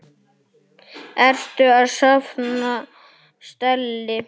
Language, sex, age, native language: Icelandic, male, 8, Icelandic